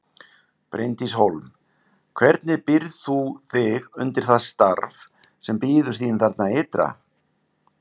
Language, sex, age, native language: Icelandic, male, 50-59, Icelandic